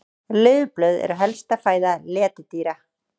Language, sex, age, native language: Icelandic, female, 30-39, Icelandic